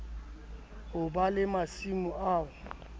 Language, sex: Southern Sotho, male